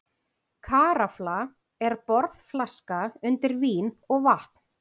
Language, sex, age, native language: Icelandic, female, 40-49, Icelandic